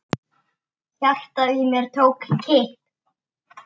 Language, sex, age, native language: Icelandic, male, 7, Icelandic